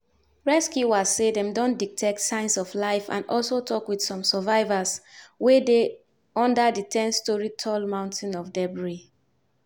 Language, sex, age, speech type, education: Nigerian Pidgin, female, 15-29, spontaneous, tertiary